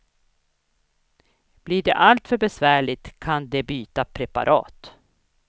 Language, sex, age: Swedish, female, 61